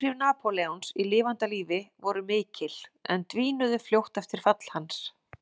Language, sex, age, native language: Icelandic, female, 40-49, Icelandic